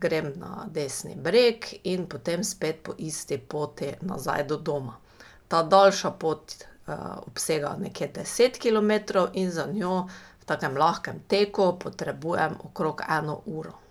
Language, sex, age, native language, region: Slovenian, female, 30-49, Slovenian, Pomurje region